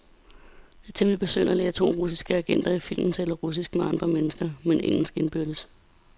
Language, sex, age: Danish, female, 32